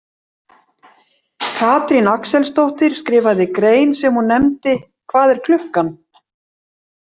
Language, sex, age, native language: Icelandic, female, 40-49, Icelandic